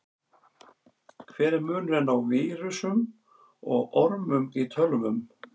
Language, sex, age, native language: Icelandic, male, 40-49, Icelandic